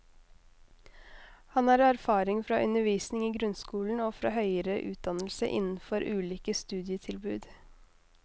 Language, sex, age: Norwegian, female, 21